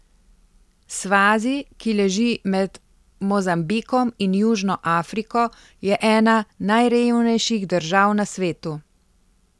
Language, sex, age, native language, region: Slovenian, female, 50-59, Slovenian, Central Slovenia